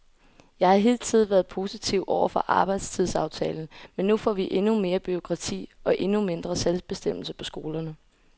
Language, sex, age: Danish, female, 20